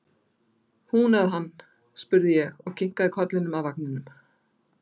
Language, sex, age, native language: Icelandic, female, 60-69, Icelandic